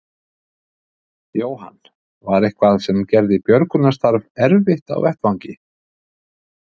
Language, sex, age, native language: Icelandic, male, 50-59, Icelandic